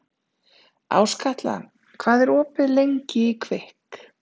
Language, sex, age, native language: Icelandic, female, 30-39, Icelandic